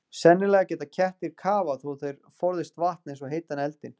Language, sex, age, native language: Icelandic, male, 40-49, Icelandic